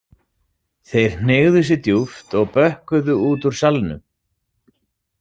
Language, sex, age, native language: Icelandic, male, 40-49, Icelandic